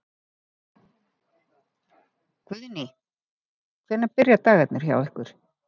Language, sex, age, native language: Icelandic, female, 50-59, Icelandic